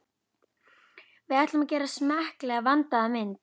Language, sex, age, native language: Icelandic, female, 12, Icelandic